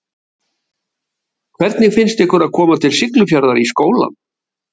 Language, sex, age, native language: Icelandic, male, 70-79, Icelandic